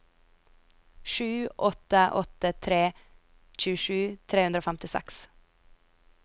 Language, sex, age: Norwegian, female, 22